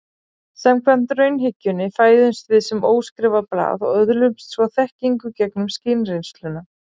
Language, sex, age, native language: Icelandic, female, 40-49, Icelandic